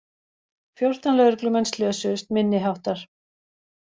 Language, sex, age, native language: Icelandic, other, 40-49, Icelandic